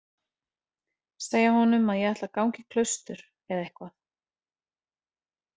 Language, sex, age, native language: Icelandic, female, 40-49, Icelandic